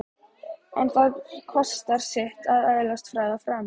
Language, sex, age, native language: Icelandic, female, 12, Icelandic